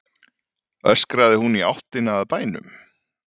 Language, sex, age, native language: Icelandic, male, 40-49, Icelandic